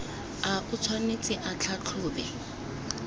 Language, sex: Tswana, female